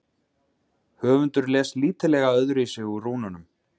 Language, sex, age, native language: Icelandic, male, 20-29, Icelandic